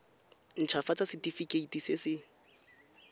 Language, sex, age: Tswana, female, 21